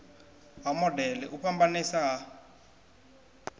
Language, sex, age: Venda, male, 21